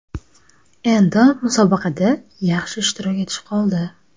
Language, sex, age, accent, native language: Uzbek, female, 25-34, Buxoro, Uzbek